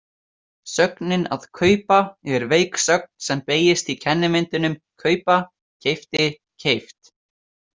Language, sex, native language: Icelandic, male, Icelandic